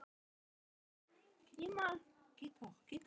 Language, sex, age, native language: Icelandic, male, 40-49, Icelandic